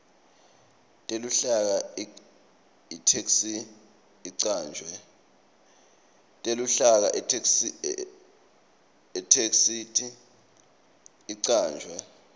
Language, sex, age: Swati, male, 24